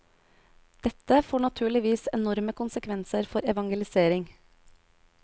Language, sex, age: Norwegian, female, 22